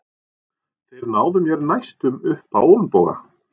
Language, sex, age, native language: Icelandic, male, 40-49, Norwegian